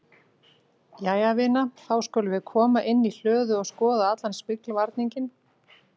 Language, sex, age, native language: Icelandic, female, 40-49, Icelandic